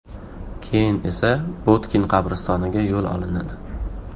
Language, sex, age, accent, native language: Uzbek, male, 18-24, Farg'ona, Uzbek